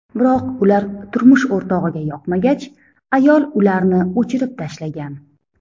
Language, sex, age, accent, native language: Uzbek, female, 30-39, Toshkent shahri, Uzbek